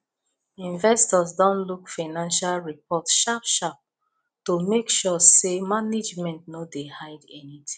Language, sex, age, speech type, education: Nigerian Pidgin, female, 30-45, spontaneous, tertiary